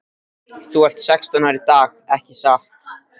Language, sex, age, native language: Icelandic, male, 13, Icelandic